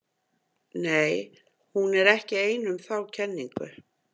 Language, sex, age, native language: Icelandic, female, 50-59, Icelandic